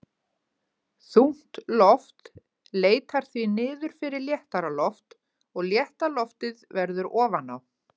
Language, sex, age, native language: Icelandic, female, 50-59, Icelandic